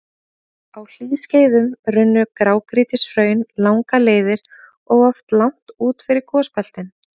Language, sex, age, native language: Icelandic, female, 30-39, Icelandic